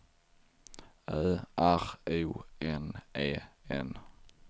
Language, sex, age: Swedish, male, 23